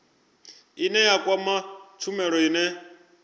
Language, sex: Venda, male